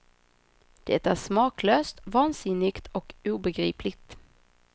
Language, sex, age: Swedish, female, 26